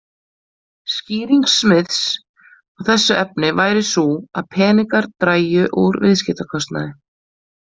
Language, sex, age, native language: Icelandic, female, 40-49, Icelandic